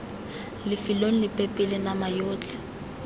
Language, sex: Tswana, female